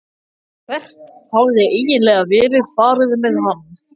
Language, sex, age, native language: Icelandic, male, 14, Icelandic